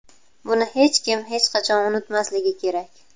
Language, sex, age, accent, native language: Uzbek, female, 19-29, Buxoro, Uzbek